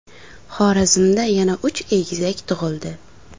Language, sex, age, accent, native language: Uzbek, female, under 19, Samarqand, Uzbek